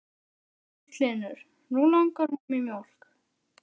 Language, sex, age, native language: Icelandic, male, 12, Icelandic